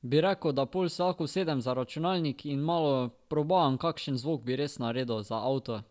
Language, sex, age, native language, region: Slovenian, male, 12-17, Slovenian, Drava region